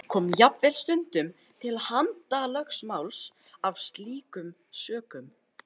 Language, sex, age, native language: Icelandic, male, 13, Icelandic